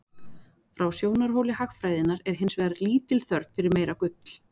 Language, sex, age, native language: Icelandic, female, 40-49, Icelandic